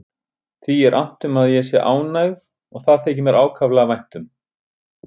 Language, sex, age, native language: Icelandic, male, 30-39, Icelandic